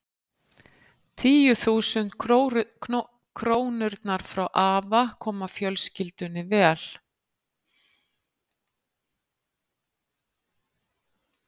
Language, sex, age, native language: Icelandic, female, 50-59, Icelandic